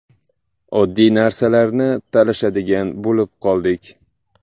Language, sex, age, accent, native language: Uzbek, male, 18-24, Samarqand, Uzbek